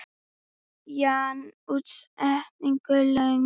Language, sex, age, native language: Icelandic, female, 10, Icelandic